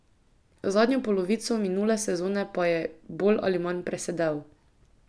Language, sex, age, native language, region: Slovenian, female, 18-29, Slovenian, Drava region